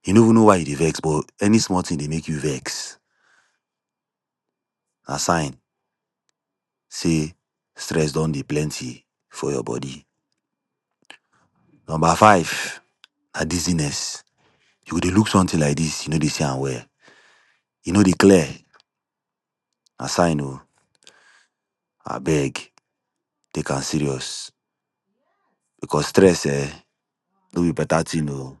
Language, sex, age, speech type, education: Nigerian Pidgin, male, 15-29, spontaneous, tertiary